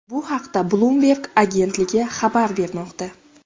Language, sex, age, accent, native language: Uzbek, female, 19-29, Xorazm, Uzbek